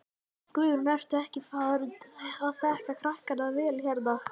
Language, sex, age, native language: Icelandic, male, 11, Icelandic